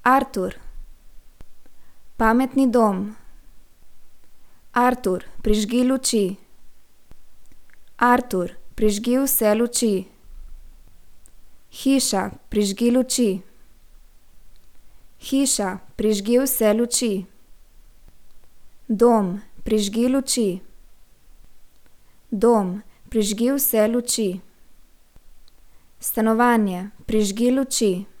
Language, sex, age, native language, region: Slovenian, female, 18-29, Slovenian, Gorica region